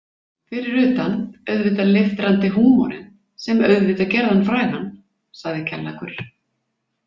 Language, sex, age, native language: Icelandic, female, 50-59, Icelandic